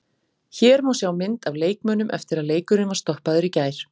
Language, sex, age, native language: Icelandic, female, 40-49, Icelandic